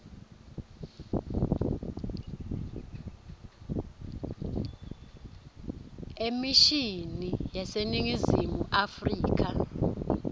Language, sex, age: Swati, female, 21